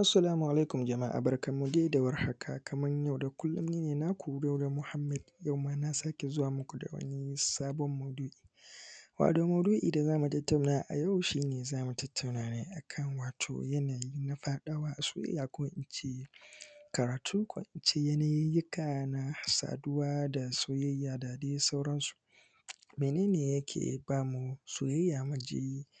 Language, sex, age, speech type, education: Hausa, male, 15-29, spontaneous, secondary